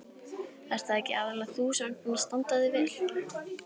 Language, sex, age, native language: Icelandic, female, 18-19, Icelandic